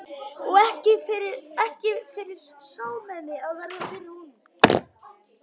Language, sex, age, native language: Icelandic, male, 11, Icelandic